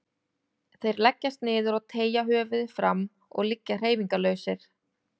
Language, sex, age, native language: Icelandic, female, 30-39, Icelandic